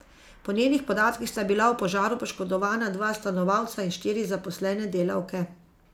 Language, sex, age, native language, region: Slovenian, female, 50-59, Slovenian, Zasavska region